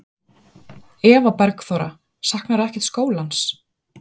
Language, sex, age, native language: Icelandic, female, 40-49, Icelandic